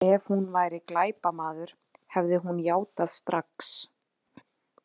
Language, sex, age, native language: Icelandic, female, 20-29, Icelandic